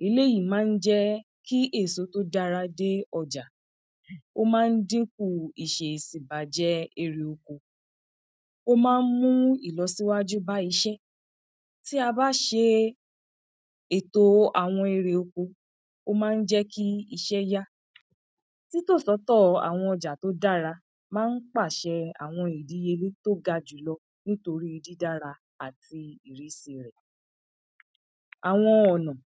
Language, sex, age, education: Yoruba, female, 30-45, tertiary